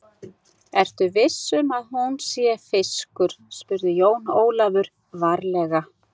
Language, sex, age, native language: Icelandic, female, 60-69, Icelandic